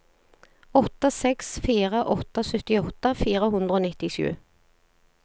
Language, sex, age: Norwegian, female, 40